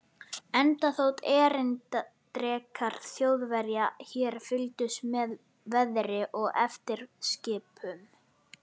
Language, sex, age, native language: Icelandic, male, 11, Icelandic